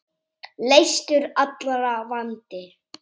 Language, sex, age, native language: Icelandic, male, 7, Icelandic